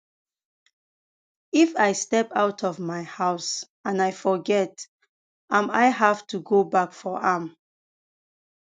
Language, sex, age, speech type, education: Nigerian Pidgin, female, 15-29, spontaneous, tertiary